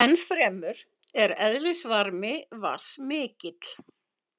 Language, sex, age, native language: Icelandic, female, 50-59, Icelandic